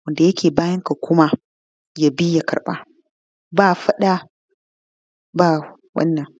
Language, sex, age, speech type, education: Hausa, female, 15-29, spontaneous, tertiary